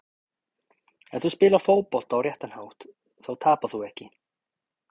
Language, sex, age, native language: Icelandic, male, 30-39, Icelandic